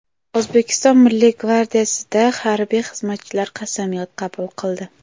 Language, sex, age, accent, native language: Uzbek, female, under 19, Toshkent shahri, Uzbek